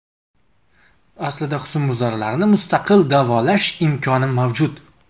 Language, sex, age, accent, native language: Uzbek, male, 25-34, Qashqadaryo, Uzbek